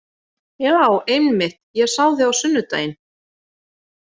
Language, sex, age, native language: Icelandic, female, 40-49, Icelandic